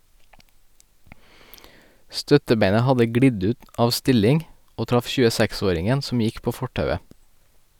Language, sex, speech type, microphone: Norwegian, male, read, Sennheiser